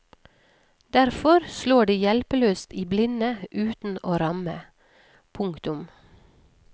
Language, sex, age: Norwegian, female, 39